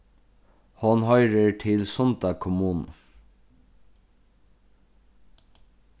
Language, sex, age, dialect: Faroese, male, 36-60, Norðurstreymoy/Eysturoy